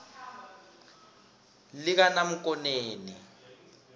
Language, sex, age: South Ndebele, male, 20